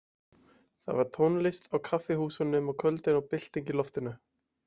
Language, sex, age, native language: Icelandic, male, 20-29, Icelandic